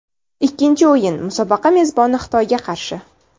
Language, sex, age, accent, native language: Uzbek, female, 18-24, Samarqand, Uzbek